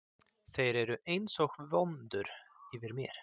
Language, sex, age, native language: Icelandic, male, 30-39, Swedish